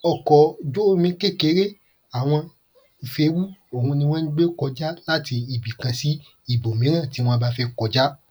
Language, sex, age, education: Yoruba, male, 15-29, tertiary